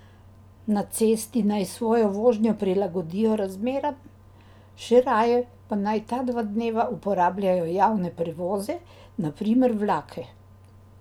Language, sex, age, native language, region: Slovenian, female, 60+, Slovenian, Drava region